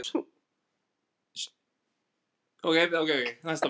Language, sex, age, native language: Icelandic, female, 20-29, Icelandic